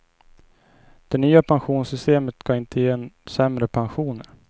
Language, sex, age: Swedish, male, 29